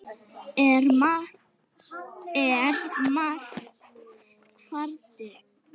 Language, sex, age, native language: Icelandic, female, 9, Icelandic